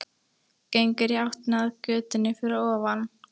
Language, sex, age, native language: Icelandic, female, 13, Icelandic